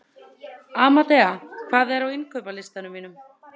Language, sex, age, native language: Icelandic, female, 30-39, Icelandic